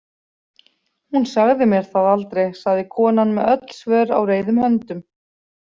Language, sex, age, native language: Icelandic, female, 40-49, Icelandic